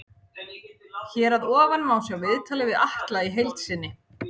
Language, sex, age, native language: Icelandic, female, 40-49, Icelandic